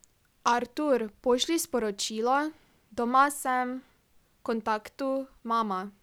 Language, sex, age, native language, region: Slovenian, female, 18-29, Slovenian, Drava region